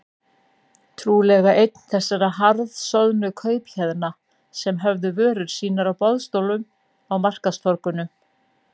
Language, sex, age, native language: Icelandic, female, 60-69, Icelandic